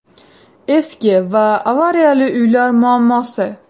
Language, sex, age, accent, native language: Uzbek, female, 18-24, Farg'ona, Uzbek